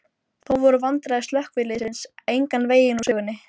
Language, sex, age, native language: Icelandic, female, 12, Icelandic